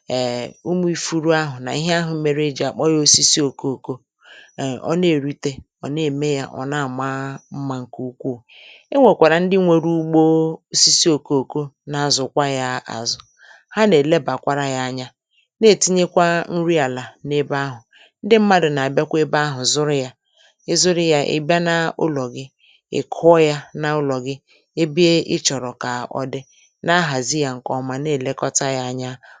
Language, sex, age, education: Igbo, female, 46-60, tertiary